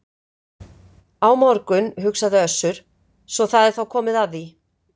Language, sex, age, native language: Icelandic, female, 50-59, Icelandic